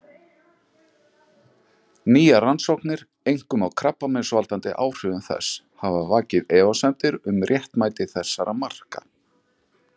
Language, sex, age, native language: Icelandic, male, 40-49, Icelandic